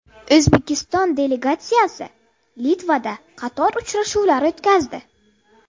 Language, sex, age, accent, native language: Uzbek, female, 30-39, Buxoro, Uzbek